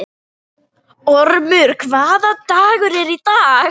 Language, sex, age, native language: Icelandic, female, 18-19, Icelandic